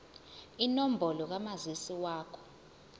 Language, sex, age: Zulu, female, 20